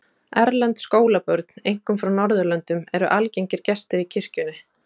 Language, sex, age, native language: Icelandic, female, 30-39, Icelandic